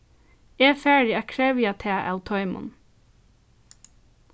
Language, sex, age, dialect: Faroese, female, 15-35, Norðurstreymoy/Eysturoy